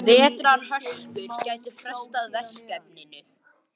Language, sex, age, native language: Icelandic, male, 18-19, Icelandic